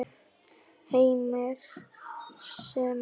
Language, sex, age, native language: Icelandic, female, 9, Icelandic